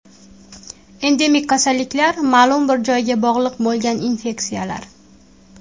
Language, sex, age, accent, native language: Uzbek, female, 19-29, Qashqadaryo, Uzbek